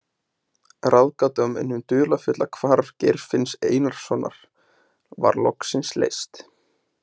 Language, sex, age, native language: Icelandic, male, 20-29, Icelandic